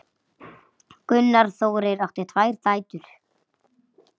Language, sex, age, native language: Icelandic, female, 8, Icelandic